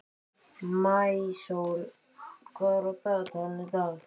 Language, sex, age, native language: Icelandic, other, 12, Icelandic